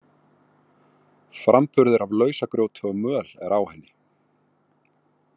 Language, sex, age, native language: Icelandic, male, 40-49, Icelandic